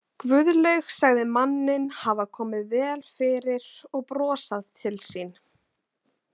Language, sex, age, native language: Icelandic, female, 20-29, Icelandic